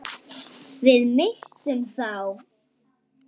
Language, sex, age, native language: Icelandic, female, 7, Icelandic